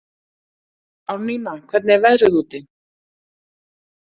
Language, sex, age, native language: Icelandic, female, 40-49, Icelandic